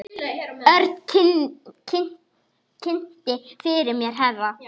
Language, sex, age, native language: Icelandic, female, 10, Icelandic